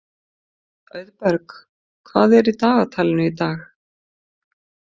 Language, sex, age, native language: Icelandic, female, 50-59, Icelandic